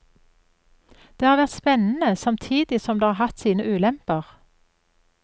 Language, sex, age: Norwegian, female, 44